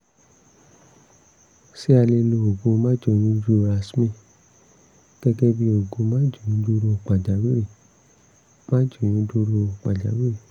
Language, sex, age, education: Yoruba, male, 30-45, tertiary